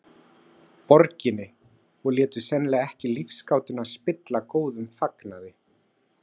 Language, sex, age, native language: Icelandic, male, 40-49, Icelandic